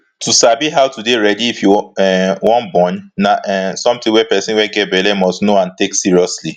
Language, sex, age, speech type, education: Nigerian Pidgin, male, 15-29, spontaneous, tertiary